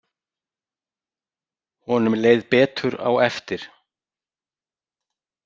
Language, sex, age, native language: Icelandic, male, 40-49, Icelandic